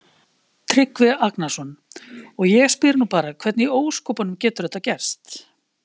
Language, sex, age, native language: Icelandic, female, 50-59, Icelandic